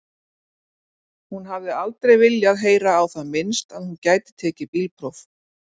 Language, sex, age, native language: Icelandic, female, 40-49, Icelandic